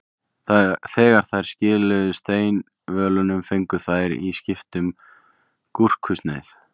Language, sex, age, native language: Icelandic, male, 20-29, Icelandic